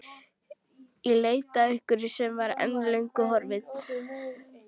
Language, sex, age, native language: Icelandic, female, 12, Icelandic